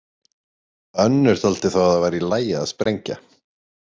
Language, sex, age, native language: Icelandic, male, 30-39, Icelandic